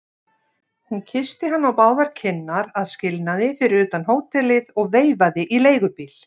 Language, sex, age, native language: Icelandic, female, 50-59, Icelandic